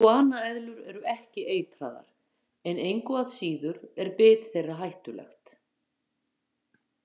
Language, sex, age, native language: Icelandic, female, 50-59, Icelandic